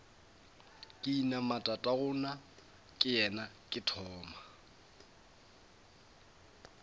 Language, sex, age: Northern Sotho, male, 22